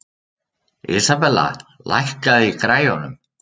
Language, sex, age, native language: Icelandic, male, 30-39, Icelandic